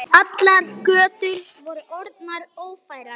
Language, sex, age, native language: Icelandic, male, 9, Icelandic